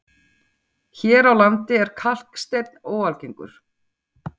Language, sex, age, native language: Icelandic, female, 40-49, Icelandic